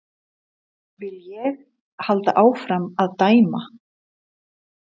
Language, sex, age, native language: Icelandic, female, 30-39, Icelandic